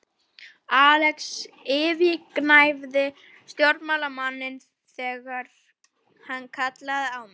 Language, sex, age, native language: Icelandic, female, 12, Icelandic